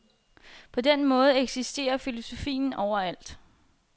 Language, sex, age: Danish, female, 21